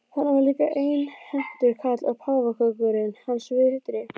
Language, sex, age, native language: Icelandic, female, 12, Icelandic